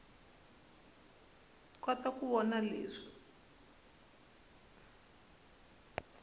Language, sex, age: Tsonga, female, 19